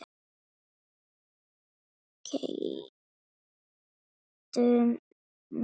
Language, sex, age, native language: Icelandic, female, 8, Icelandic